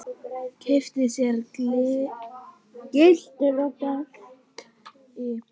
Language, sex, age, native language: Icelandic, female, 10, Icelandic